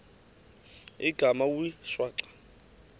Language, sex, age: Xhosa, female, 28